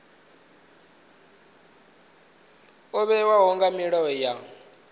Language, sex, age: Venda, male, 19